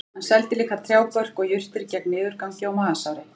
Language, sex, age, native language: Icelandic, female, 40-49, Icelandic